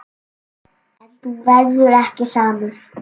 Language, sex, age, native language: Icelandic, male, 7, Icelandic